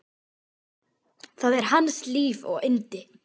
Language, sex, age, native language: Icelandic, female, 12, Icelandic